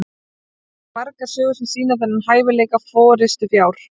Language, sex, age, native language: Icelandic, female, 20-29, Icelandic